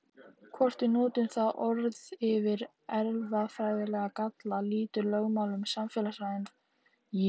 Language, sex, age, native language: Icelandic, female, 18-19, Icelandic